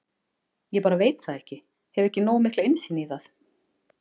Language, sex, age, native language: Icelandic, female, 40-49, Icelandic